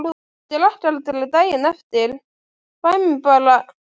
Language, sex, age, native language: Icelandic, female, 12, Icelandic